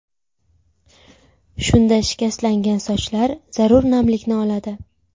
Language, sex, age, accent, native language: Uzbek, female, 18-24, Buxoro, Uzbek